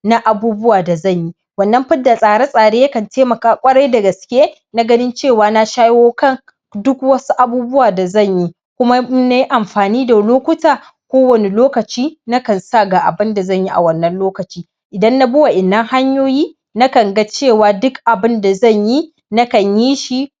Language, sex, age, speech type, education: Hausa, male, 30-45, spontaneous, primary